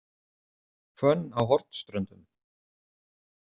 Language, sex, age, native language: Icelandic, male, 40-49, Icelandic